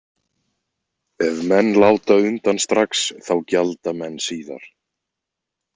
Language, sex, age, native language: Icelandic, male, 20-29, Icelandic